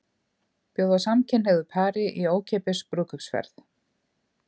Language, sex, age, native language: Icelandic, female, 50-59, Icelandic